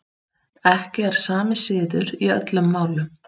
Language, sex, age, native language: Icelandic, female, 30-39, Icelandic